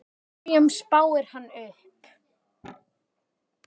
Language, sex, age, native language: Icelandic, male, 10, Icelandic